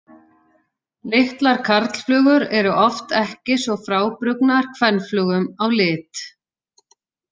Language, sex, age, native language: Icelandic, female, 40-49, Icelandic